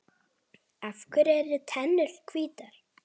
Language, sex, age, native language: Icelandic, female, 9, Icelandic